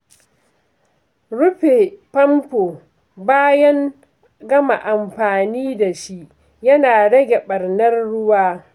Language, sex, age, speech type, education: Hausa, female, 46-60, read, secondary